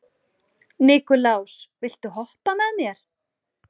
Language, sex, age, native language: Icelandic, female, 40-49, Icelandic